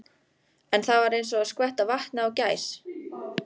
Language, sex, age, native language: Icelandic, female, 14, Icelandic